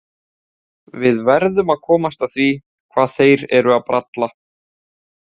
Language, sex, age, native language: Icelandic, male, 18-19, Icelandic